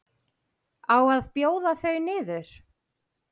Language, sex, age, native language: Icelandic, female, 8, Icelandic